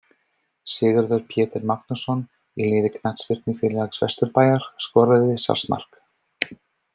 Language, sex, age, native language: Icelandic, male, 30-39, English